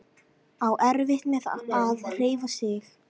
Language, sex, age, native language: Icelandic, female, 13, Icelandic